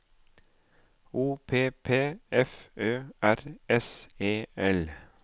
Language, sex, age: Norwegian, male, 37